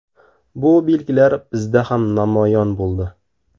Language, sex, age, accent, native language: Uzbek, male, 18-24, Samarqand, Uzbek